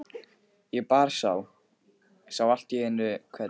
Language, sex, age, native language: Icelandic, male, 15, Icelandic